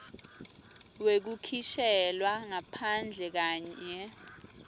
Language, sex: Swati, female